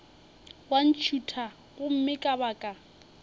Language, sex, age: Northern Sotho, female, 21